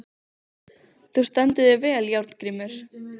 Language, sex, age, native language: Icelandic, female, 15, Icelandic